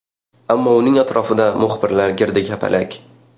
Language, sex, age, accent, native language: Uzbek, male, 19-29, Xorazm, Uzbek